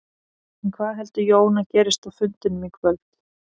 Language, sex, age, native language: Icelandic, female, 30-39, Icelandic